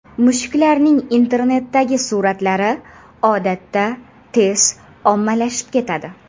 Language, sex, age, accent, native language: Uzbek, female, under 19, Andijon, Uzbek